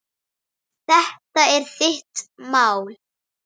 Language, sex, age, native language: Icelandic, female, 7, Icelandic